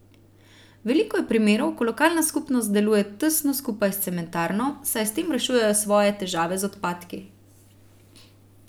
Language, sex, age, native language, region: Slovenian, female, 30-49, Slovenian, Central Slovenia